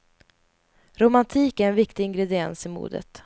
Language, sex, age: Swedish, female, 20